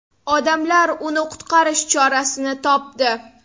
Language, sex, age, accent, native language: Uzbek, female, 18-24, Toshkent shahri, Uzbek